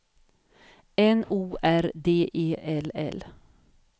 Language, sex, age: Swedish, female, 50